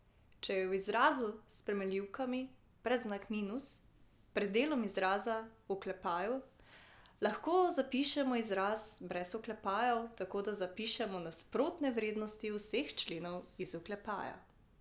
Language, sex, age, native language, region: Slovenian, female, 18-29, Slovenian, Drava region